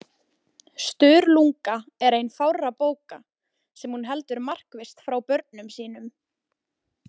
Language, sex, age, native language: Icelandic, female, 20-29, Icelandic